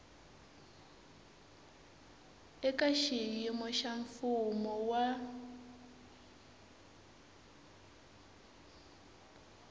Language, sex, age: Tsonga, female, 24